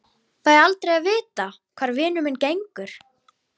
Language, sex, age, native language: Icelandic, female, 12, Icelandic